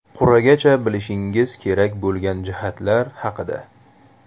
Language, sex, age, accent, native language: Uzbek, male, 18-24, Toshkent shahri, Uzbek